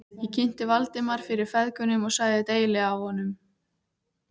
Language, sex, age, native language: Icelandic, female, 14, Icelandic